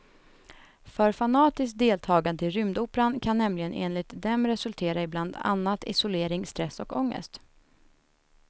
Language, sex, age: Swedish, female, 21